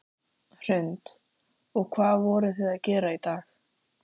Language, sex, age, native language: Icelandic, female, 13, Icelandic